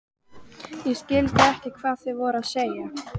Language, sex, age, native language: Icelandic, female, 12, Icelandic